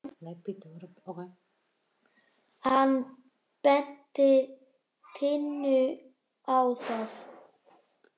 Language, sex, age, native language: Icelandic, male, 9, Icelandic